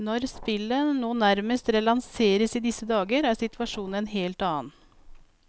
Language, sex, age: Norwegian, female, 42